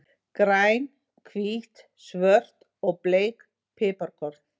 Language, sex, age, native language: Icelandic, female, 50-59, Icelandic